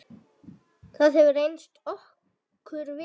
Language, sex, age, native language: Icelandic, female, 8, Icelandic